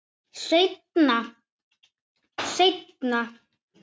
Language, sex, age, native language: Icelandic, male, 9, Icelandic